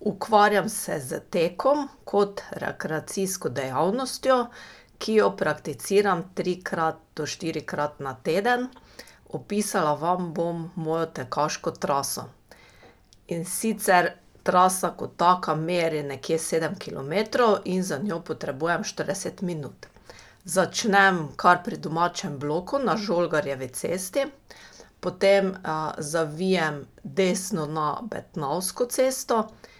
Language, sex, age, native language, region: Slovenian, female, 30-49, Slovenian, Pomurje region